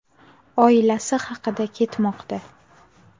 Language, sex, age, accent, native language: Uzbek, female, under 19, Navoiy, Uzbek